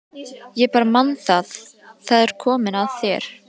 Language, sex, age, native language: Icelandic, female, 13, Icelandic